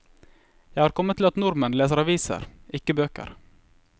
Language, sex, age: Norwegian, male, 21